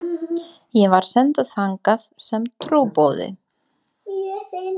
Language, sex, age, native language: Icelandic, female, 30-39, Polish